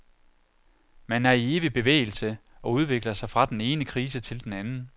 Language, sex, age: Danish, male, 41